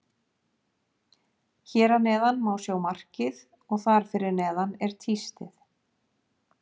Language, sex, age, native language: Icelandic, female, 50-59, Icelandic